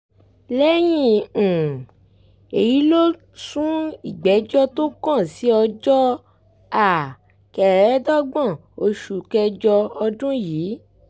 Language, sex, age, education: Yoruba, female, 15-29, tertiary